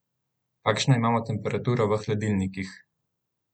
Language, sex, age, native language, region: Slovenian, male, 18-29, Slovenian, Central Slovenia